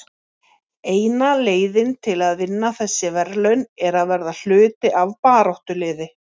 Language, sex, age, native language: Icelandic, female, 40-49, Icelandic